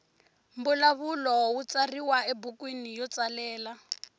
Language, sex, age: Tsonga, female, 20